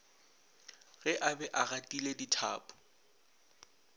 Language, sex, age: Northern Sotho, male, 20